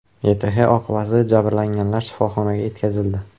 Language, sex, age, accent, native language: Uzbek, male, 18-24, Buxoro, Uzbek